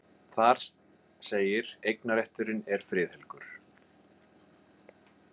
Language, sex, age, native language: Icelandic, male, 40-49, Icelandic